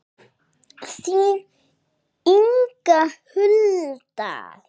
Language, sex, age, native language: Icelandic, female, 6, English